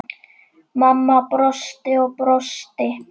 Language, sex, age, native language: Icelandic, male, 9, Icelandic